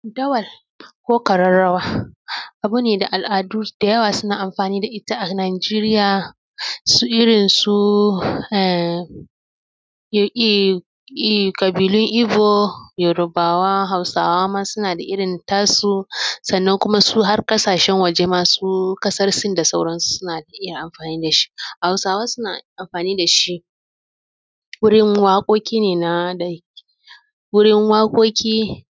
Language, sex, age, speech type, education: Hausa, female, 15-29, spontaneous, tertiary